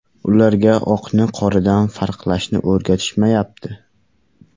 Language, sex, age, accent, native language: Uzbek, male, 18-24, Surxondaryo, Uzbek